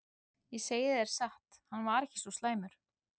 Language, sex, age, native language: Icelandic, male, 12, Icelandic